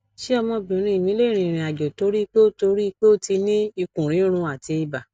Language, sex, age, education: Yoruba, female, 60+, tertiary